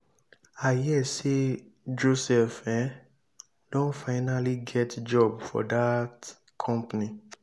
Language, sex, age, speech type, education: Nigerian Pidgin, male, 15-29, spontaneous, tertiary